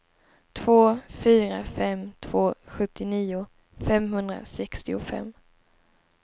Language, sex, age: Swedish, female, 19